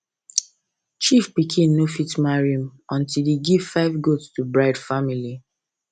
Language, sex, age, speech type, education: Nigerian Pidgin, female, 15-29, spontaneous, secondary